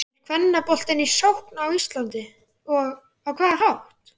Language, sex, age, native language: Icelandic, male, 11, Icelandic